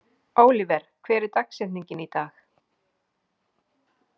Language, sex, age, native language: Icelandic, female, 40-49, Icelandic